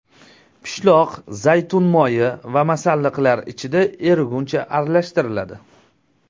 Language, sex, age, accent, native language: Uzbek, male, 19-29, Surxondaryo, Uzbek